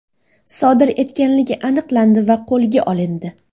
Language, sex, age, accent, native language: Uzbek, female, 18-24, Surxondaryo, Uzbek